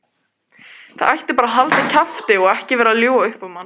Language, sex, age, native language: Icelandic, female, 18-19, Icelandic